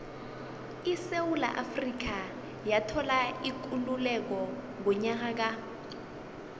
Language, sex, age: South Ndebele, female, 21